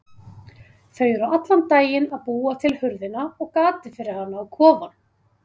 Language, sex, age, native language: Icelandic, female, 30-39, Icelandic